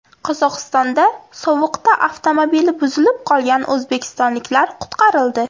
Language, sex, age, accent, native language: Uzbek, female, 18-24, Farg'ona, Uzbek